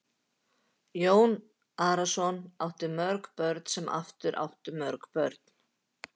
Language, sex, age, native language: Icelandic, female, 50-59, Icelandic